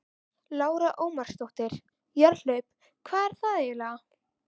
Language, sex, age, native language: Icelandic, female, 11, Icelandic